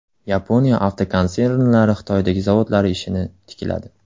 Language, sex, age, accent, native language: Uzbek, male, 18-24, Andijon, Uzbek